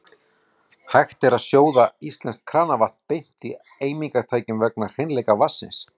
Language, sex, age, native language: Icelandic, male, 40-49, Icelandic